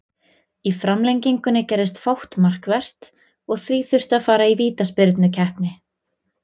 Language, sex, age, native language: Icelandic, female, 20-29, Icelandic